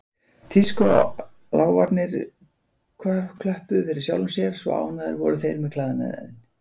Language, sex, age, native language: Icelandic, male, 40-49, Icelandic